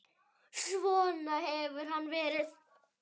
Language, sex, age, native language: Icelandic, female, 9, Icelandic